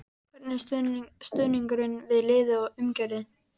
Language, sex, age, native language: Icelandic, female, 14, Icelandic